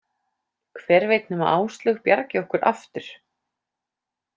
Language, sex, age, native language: Icelandic, female, 30-39, Icelandic